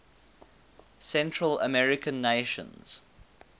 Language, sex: English, male